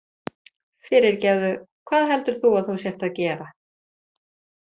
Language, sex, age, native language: Icelandic, female, 30-39, Icelandic